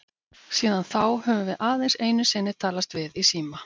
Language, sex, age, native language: Icelandic, female, 50-59, Icelandic